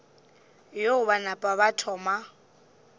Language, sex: Northern Sotho, female